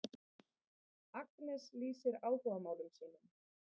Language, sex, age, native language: Icelandic, female, 30-39, Icelandic